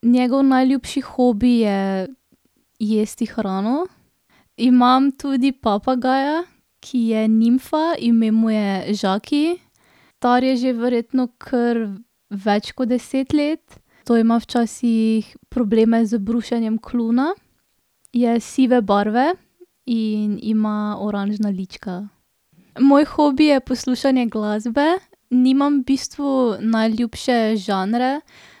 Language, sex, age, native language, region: Slovenian, female, 18-29, Slovenian, Drava region